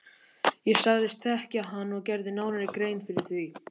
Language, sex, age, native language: Icelandic, male, 13, Icelandic